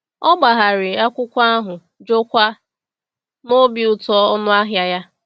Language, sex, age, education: Igbo, female, 15-29, tertiary